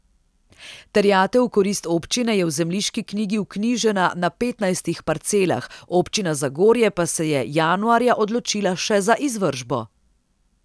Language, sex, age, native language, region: Slovenian, female, 30-49, Slovenian, Central Slovenia